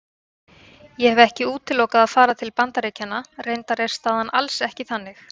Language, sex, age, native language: Icelandic, female, 30-39, Icelandic